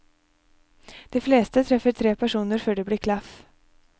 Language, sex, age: Norwegian, female, 23